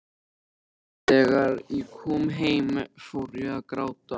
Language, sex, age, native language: Icelandic, male, 13, Icelandic